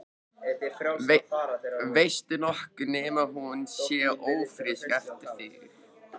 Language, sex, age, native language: Icelandic, male, 13, Icelandic